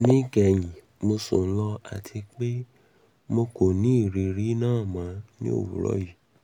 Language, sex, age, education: Yoruba, male, 30-45, tertiary